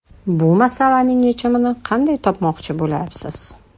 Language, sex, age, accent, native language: Uzbek, female, 35+, Toshkent shahri, Uzbek